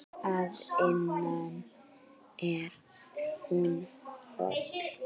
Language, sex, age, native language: Icelandic, female, 9, Icelandic